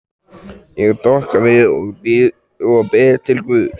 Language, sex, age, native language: Icelandic, male, 14, Icelandic